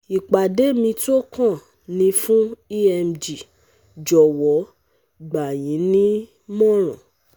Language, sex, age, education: Yoruba, female, 15-29, tertiary